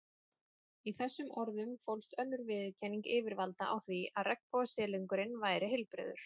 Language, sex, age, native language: Icelandic, female, 30-39, Icelandic